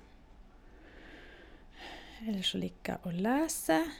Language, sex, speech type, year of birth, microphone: Norwegian, female, spontaneous, 1972, Shure